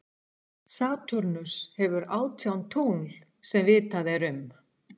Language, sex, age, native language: Icelandic, female, 60-69, Icelandic